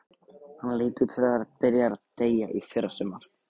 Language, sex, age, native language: Icelandic, male, 18-19, Icelandic